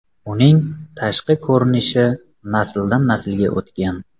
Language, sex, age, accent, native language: Uzbek, male, 25-34, Samarqand, Uzbek